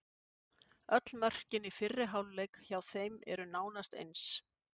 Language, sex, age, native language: Icelandic, female, 50-59, Icelandic